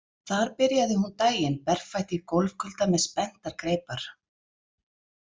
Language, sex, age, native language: Icelandic, female, 40-49, Icelandic